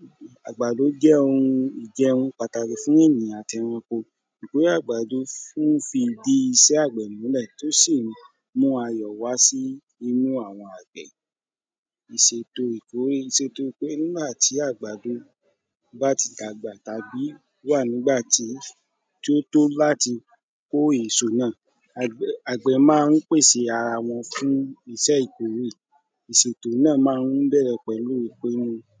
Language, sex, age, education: Yoruba, male, 30-45, tertiary